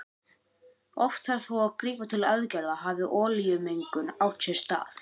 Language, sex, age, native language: Icelandic, male, 18-19, Icelandic